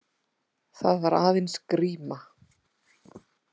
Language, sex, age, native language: Icelandic, female, 30-39, Icelandic